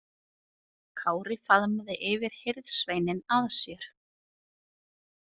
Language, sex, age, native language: Icelandic, female, 30-39, Icelandic